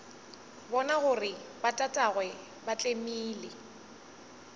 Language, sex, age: Northern Sotho, female, 20